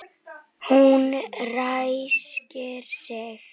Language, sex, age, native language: Icelandic, female, 10, Icelandic